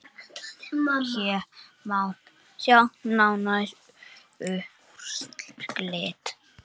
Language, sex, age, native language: Icelandic, female, 8, Icelandic